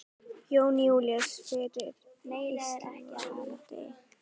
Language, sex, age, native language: Icelandic, male, 10, Icelandic